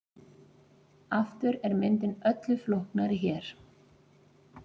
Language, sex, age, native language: Icelandic, female, 40-49, Icelandic